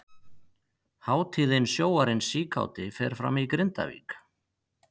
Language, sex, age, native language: Icelandic, male, 50-59, Icelandic